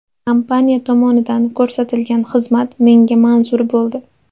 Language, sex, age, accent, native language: Uzbek, female, 18-24, Andijon, Uzbek